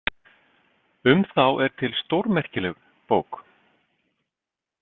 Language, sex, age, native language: Icelandic, male, 50-59, Icelandic